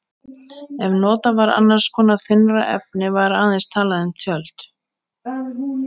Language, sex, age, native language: Icelandic, female, 20-29, Icelandic